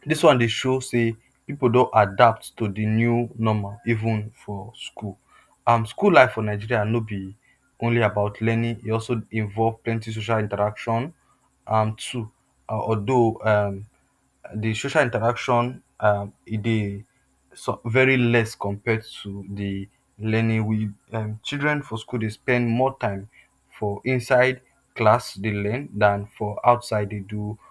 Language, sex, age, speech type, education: Nigerian Pidgin, male, 30-45, spontaneous, tertiary